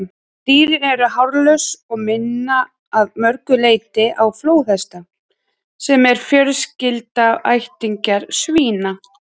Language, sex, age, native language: Icelandic, female, 30-39, Icelandic